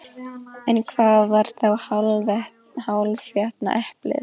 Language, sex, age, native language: Icelandic, female, 11, Icelandic